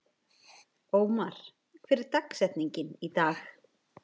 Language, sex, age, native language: Icelandic, female, 12, Icelandic